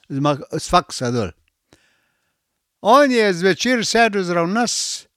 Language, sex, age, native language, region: Slovenian, male, 60+, Slovenian, Carinthia region